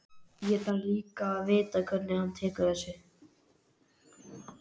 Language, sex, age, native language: Icelandic, male, 11, Icelandic